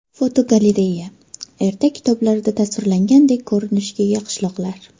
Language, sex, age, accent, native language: Uzbek, female, 12-17, Farg'ona, Uzbek